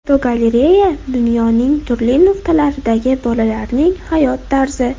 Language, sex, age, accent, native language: Uzbek, female, under 19, Andijon, Uzbek